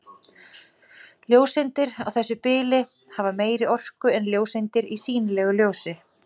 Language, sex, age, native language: Icelandic, female, 40-49, Icelandic